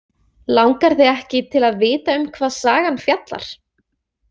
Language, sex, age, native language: Icelandic, female, 20-29, Icelandic